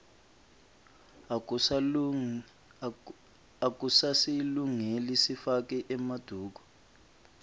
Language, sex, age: Swati, male, 25